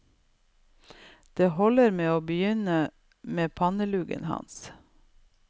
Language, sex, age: Norwegian, female, 55